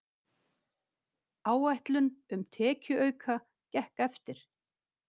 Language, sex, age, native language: Icelandic, female, 50-59, Icelandic